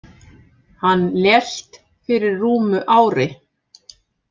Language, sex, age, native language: Icelandic, female, 50-59, Icelandic